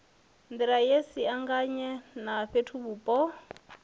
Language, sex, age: Venda, female, 25